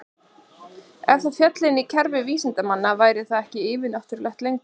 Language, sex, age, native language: Icelandic, female, 30-39, Icelandic